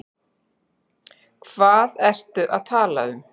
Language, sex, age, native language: Icelandic, female, 40-49, Icelandic